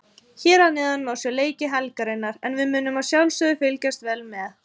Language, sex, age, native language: Icelandic, female, 30-39, Icelandic